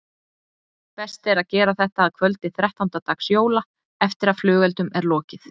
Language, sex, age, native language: Icelandic, female, 30-39, Icelandic